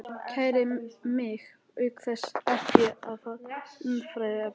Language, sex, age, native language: Icelandic, male, 11, Icelandic